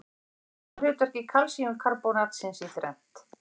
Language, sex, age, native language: Icelandic, female, 40-49, Icelandic